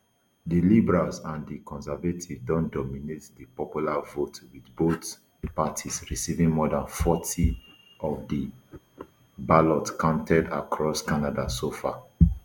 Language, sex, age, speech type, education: Nigerian Pidgin, male, 30-45, spontaneous, tertiary